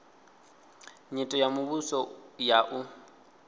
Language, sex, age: Venda, male, 20